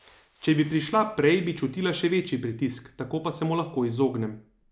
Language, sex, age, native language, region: Slovenian, male, 30-49, Slovenian, Savinja region